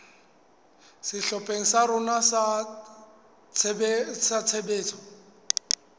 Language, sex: Southern Sotho, male